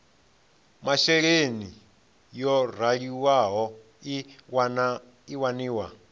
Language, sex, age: Venda, male, 26